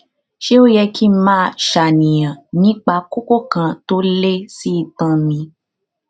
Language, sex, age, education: Yoruba, female, 15-29, tertiary